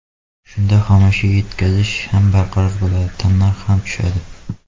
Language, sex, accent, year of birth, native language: Uzbek, male, Xorazm, 2002, Uzbek